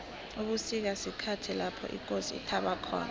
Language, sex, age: South Ndebele, female, 18